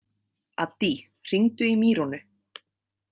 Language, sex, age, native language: Icelandic, female, 20-29, Icelandic